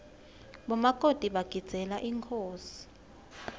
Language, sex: Swati, female